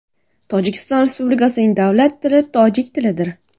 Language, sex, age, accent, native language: Uzbek, female, 18-24, Surxondaryo, Uzbek